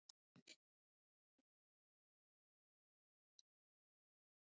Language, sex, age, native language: Icelandic, female, 70-79, Icelandic